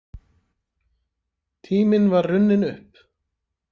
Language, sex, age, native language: Icelandic, male, 30-39, Icelandic